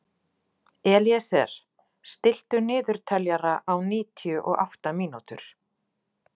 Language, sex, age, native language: Icelandic, female, 40-49, Icelandic